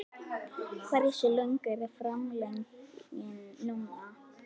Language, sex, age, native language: Icelandic, female, 11, Icelandic